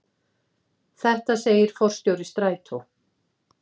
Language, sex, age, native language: Icelandic, female, 50-59, Icelandic